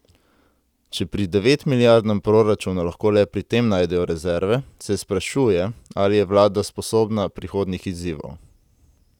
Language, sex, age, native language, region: Slovenian, male, 18-29, Slovenian, Central Slovenia